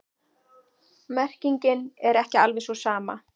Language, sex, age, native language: Icelandic, female, 40-49, Icelandic